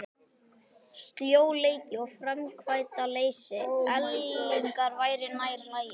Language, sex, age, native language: Icelandic, male, 11, Icelandic